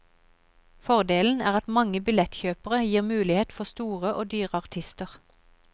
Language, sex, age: Norwegian, female, 31